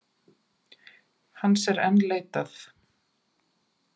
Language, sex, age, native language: Icelandic, female, 40-49, Icelandic